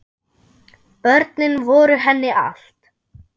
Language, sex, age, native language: Icelandic, female, 10, German